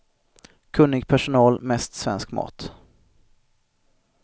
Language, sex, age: Swedish, male, 25